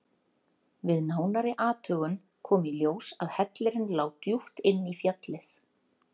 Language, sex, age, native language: Icelandic, female, 30-39, Icelandic